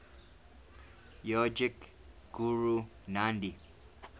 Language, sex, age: English, male, 19